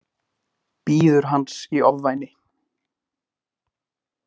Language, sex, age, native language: Icelandic, male, 20-29, Icelandic